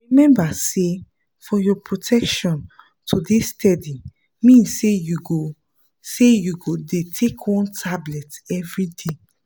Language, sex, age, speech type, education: Nigerian Pidgin, female, 15-29, spontaneous, tertiary